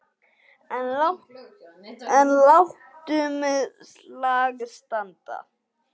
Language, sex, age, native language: Icelandic, female, 8, Icelandic